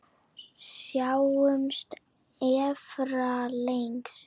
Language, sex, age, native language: Icelandic, female, 9, Icelandic